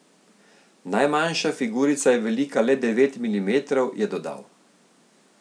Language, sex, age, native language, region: Slovenian, male, 50-59, Slovenian, Central Slovenia